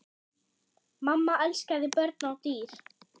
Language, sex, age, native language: Icelandic, female, 8, German